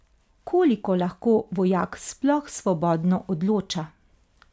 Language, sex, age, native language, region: Slovenian, female, 50-59, Slovenian, Carinthia region